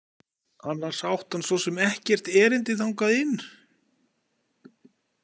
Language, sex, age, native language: Icelandic, male, 40-49, Icelandic